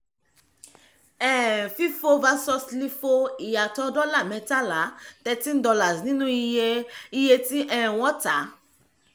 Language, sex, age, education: Yoruba, female, 15-29, tertiary